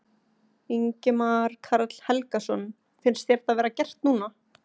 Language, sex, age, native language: Icelandic, female, 30-39, Icelandic